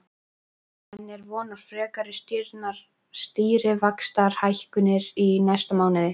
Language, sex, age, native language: Icelandic, female, 12, Icelandic